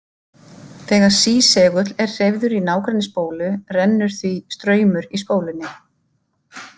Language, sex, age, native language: Icelandic, female, 50-59, Icelandic